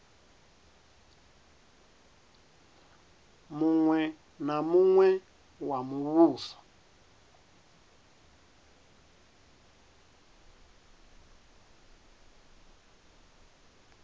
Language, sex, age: Venda, male, 30